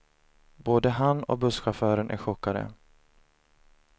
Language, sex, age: Swedish, male, 30